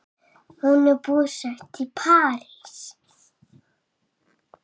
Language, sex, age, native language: Icelandic, male, 5, Icelandic